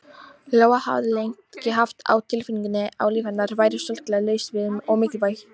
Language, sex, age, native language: Icelandic, female, 18-19, Icelandic